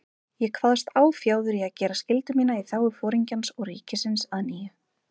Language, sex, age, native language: Icelandic, female, 30-39, Icelandic